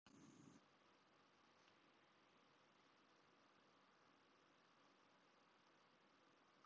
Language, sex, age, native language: Icelandic, female, 18-19, Filipino